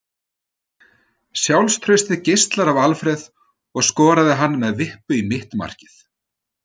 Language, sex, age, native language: Icelandic, male, 30-39, Icelandic